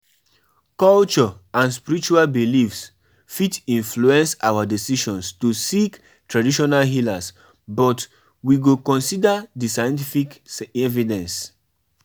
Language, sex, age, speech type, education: Nigerian Pidgin, male, 15-29, spontaneous, tertiary